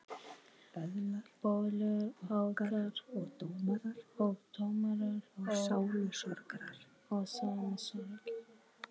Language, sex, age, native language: Icelandic, male, 18-19, Arabic